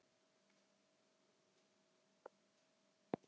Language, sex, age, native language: Icelandic, male, 40-49, Icelandic